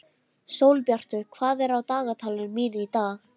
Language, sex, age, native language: Icelandic, female, 13, Icelandic